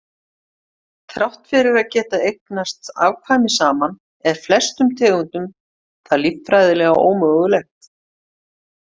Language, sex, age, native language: Icelandic, female, 50-59, Icelandic